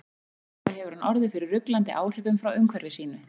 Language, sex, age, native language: Icelandic, female, 40-49, Icelandic